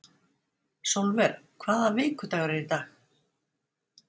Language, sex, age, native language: Icelandic, female, 60-69, Icelandic